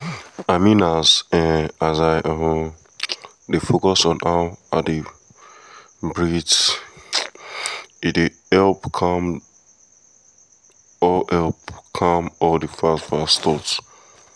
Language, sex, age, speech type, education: Nigerian Pidgin, male, 15-29, spontaneous, tertiary